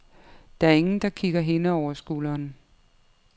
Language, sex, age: Danish, female, 55